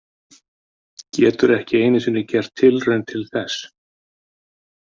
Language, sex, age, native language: Icelandic, male, 50-59, Icelandic